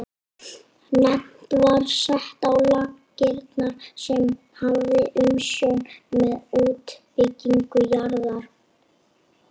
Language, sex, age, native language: Icelandic, female, 30-39, Icelandic